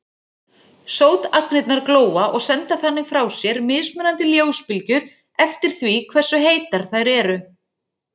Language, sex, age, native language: Icelandic, female, 40-49, Icelandic